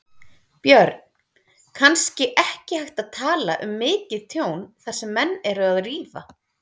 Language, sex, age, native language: Icelandic, female, 30-39, Icelandic